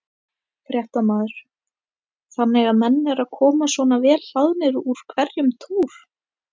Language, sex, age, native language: Icelandic, female, 18-19, Icelandic